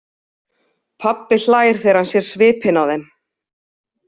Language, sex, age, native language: Icelandic, female, 30-39, Icelandic